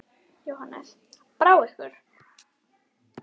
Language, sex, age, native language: Icelandic, female, 11, Icelandic